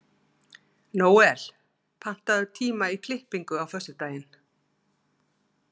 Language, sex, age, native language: Icelandic, female, 50-59, Icelandic